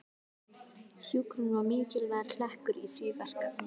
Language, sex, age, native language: Icelandic, female, 12, Icelandic